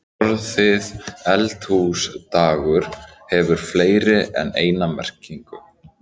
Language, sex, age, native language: Icelandic, male, 18-19, Icelandic